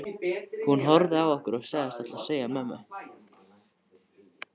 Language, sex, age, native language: Icelandic, male, 13, Icelandic